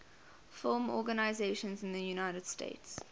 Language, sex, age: English, female, 21